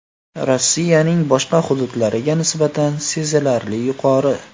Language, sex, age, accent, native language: Uzbek, male, 18-24, Farg'ona, Uzbek